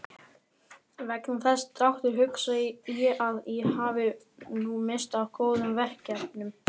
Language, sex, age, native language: Icelandic, male, 18-19, Icelandic